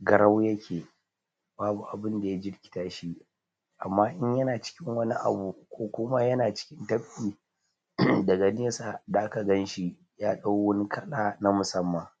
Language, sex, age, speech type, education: Hausa, female, 15-29, spontaneous, tertiary